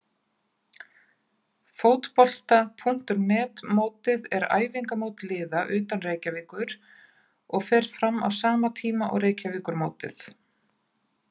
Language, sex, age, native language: Icelandic, female, 40-49, Icelandic